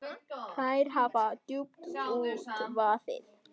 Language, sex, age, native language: Icelandic, male, 10, Icelandic